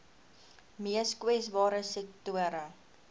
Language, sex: Afrikaans, female